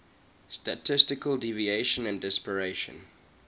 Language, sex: English, male